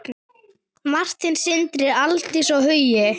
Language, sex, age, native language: Icelandic, female, 8, Icelandic